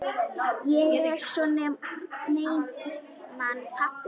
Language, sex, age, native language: Icelandic, female, 10, Icelandic